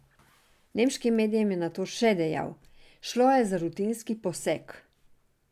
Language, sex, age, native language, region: Slovenian, female, 60+, Serbian, Drava region